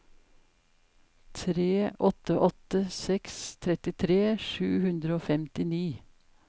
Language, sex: Norwegian, female